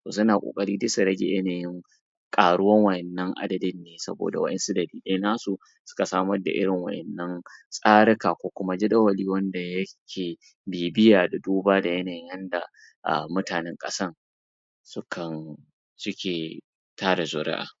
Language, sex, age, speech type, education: Hausa, male, 30-45, spontaneous, tertiary